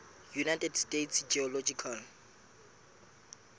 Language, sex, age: Southern Sotho, male, 25